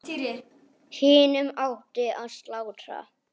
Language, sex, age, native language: Icelandic, male, 8, Icelandic